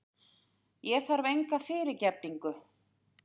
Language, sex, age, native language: Icelandic, female, 30-39, Icelandic